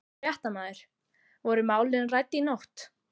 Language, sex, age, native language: Icelandic, female, 12, Icelandic